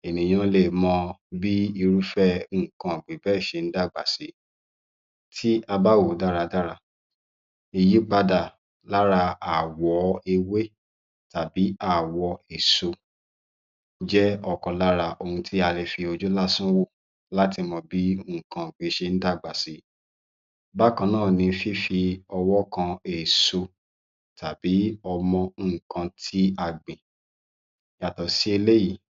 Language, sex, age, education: Yoruba, male, 30-45, tertiary